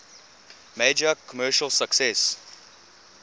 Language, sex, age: English, male, 20